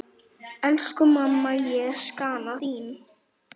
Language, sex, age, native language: Icelandic, male, 9, Icelandic